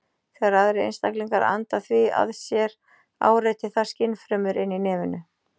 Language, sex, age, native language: Icelandic, female, 40-49, Icelandic